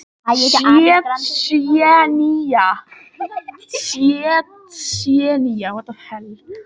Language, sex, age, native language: Icelandic, female, 20-29, Icelandic